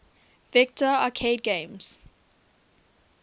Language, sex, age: English, female, 21